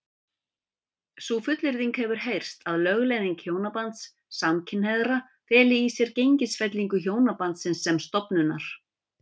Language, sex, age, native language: Icelandic, female, 50-59, Icelandic